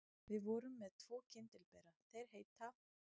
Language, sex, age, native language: Icelandic, female, 30-39, Icelandic